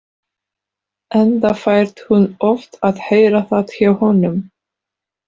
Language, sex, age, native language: Icelandic, female, 40-49, Polish